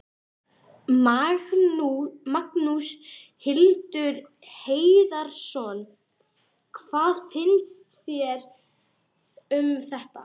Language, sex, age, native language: Icelandic, male, 11, Icelandic